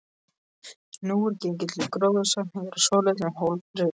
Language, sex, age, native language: Icelandic, male, 13, Icelandic